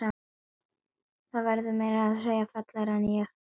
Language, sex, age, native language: Icelandic, female, 11, Icelandic